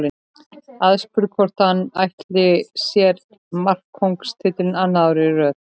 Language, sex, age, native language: Icelandic, female, 40-49, Icelandic